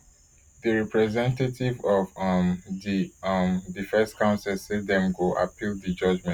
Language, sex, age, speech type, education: Nigerian Pidgin, male, 15-29, spontaneous, tertiary